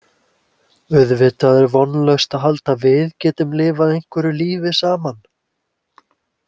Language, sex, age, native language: Icelandic, male, 20-29, Icelandic